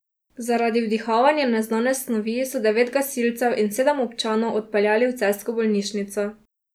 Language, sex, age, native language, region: Slovenian, female, 18-29, Slovenian, Drava region